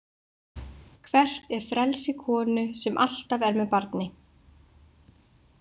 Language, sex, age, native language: Icelandic, female, 20-29, Icelandic